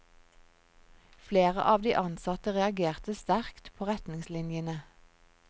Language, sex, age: Norwegian, female, 46